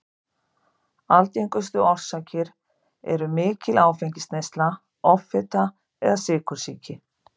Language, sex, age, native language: Icelandic, female, 50-59, Icelandic